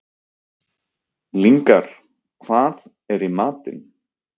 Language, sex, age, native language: Icelandic, male, 30-39, Icelandic